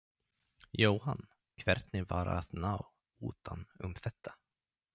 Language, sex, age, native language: Icelandic, male, 30-39, Swedish